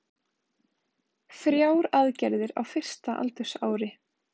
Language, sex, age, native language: Icelandic, female, 20-29, Icelandic